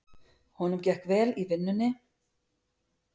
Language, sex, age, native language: Icelandic, female, 50-59, Icelandic